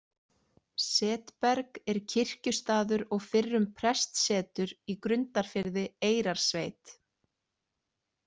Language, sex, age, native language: Icelandic, female, 30-39, Icelandic